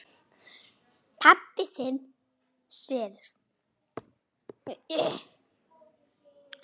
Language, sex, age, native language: Icelandic, male, 6, Icelandic